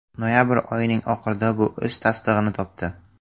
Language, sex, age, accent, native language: Uzbek, male, 18-24, Samarqand, Uzbek